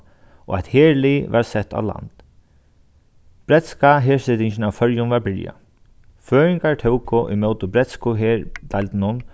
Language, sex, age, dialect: Faroese, male, 36-60, Sandoy